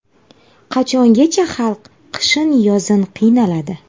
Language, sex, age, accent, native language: Uzbek, female, 30-39, Navoiy, Uzbek